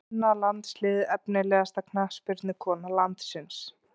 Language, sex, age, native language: Icelandic, female, 30-39, Icelandic